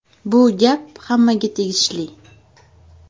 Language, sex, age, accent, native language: Uzbek, female, 18-24, Farg'ona, Uzbek